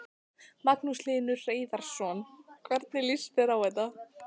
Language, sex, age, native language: Icelandic, female, 14, Icelandic